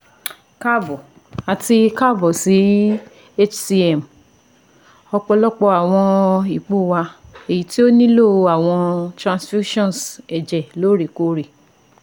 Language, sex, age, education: Yoruba, female, 15-29, tertiary